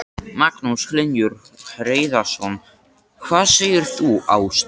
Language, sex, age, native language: Icelandic, male, 13, Icelandic